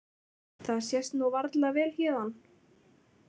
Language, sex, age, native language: Icelandic, female, 20-29, Icelandic